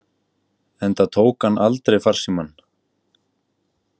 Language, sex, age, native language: Icelandic, male, 18-19, Icelandic